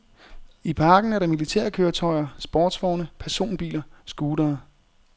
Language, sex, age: Danish, male, 30